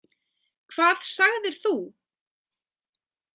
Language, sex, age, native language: Icelandic, female, 20-29, Icelandic